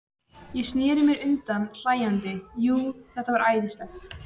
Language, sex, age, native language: Icelandic, female, 14, Icelandic